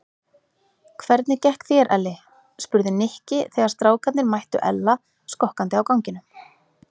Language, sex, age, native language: Icelandic, female, 30-39, Icelandic